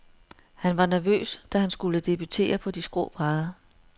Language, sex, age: Danish, female, 42